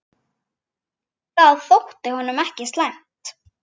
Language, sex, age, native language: Icelandic, female, 9, Icelandic